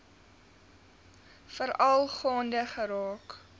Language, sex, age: Afrikaans, female, 19